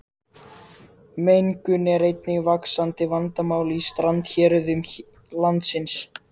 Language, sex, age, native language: Icelandic, male, 30-39, Icelandic